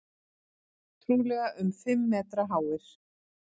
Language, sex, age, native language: Icelandic, female, 40-49, Icelandic